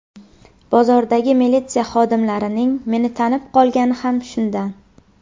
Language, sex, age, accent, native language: Uzbek, female, under 19, Qashqadaryo, Uzbek